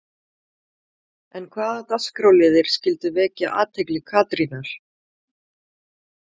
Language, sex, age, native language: Icelandic, female, 40-49, Icelandic